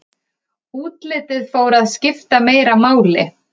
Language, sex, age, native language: Icelandic, female, 30-39, Icelandic